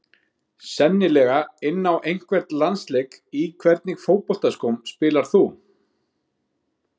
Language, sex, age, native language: Icelandic, male, 50-59, Icelandic